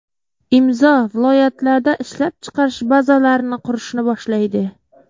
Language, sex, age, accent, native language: Uzbek, female, 25-34, Qoraqalpog'iston, Uzbek